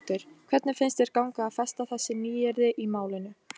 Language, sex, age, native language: Icelandic, female, 18-19, Icelandic